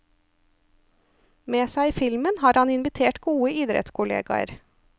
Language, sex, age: Norwegian, female, 34